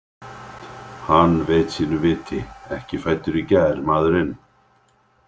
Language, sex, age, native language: Icelandic, male, 50-59, Icelandic